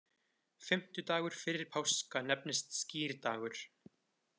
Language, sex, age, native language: Icelandic, male, 20-29, Icelandic